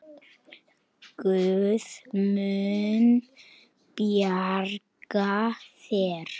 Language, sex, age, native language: Icelandic, male, 9, Icelandic